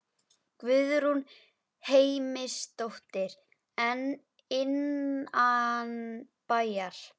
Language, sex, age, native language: Icelandic, female, 11, Icelandic